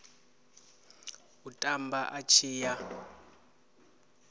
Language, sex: Venda, male